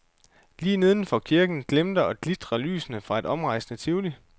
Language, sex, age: Danish, male, 29